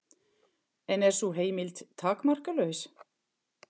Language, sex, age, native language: Icelandic, female, 50-59, German